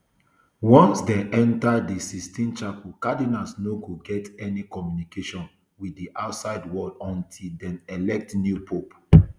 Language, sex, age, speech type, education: Nigerian Pidgin, male, 30-45, spontaneous, tertiary